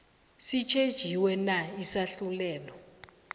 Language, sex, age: South Ndebele, female, 19